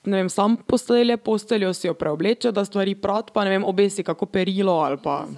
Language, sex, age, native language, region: Slovenian, female, 18-29, Slovenian, Drava region